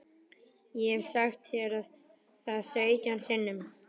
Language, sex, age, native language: Icelandic, male, 11, Icelandic